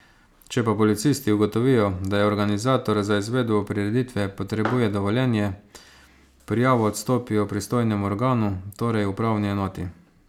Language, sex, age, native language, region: Slovenian, male, 30-49, Slovenian, Savinja region